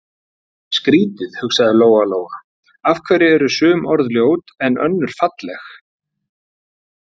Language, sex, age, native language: Icelandic, male, 40-49, Icelandic